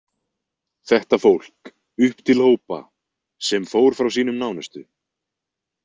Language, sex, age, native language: Icelandic, male, 20-29, Icelandic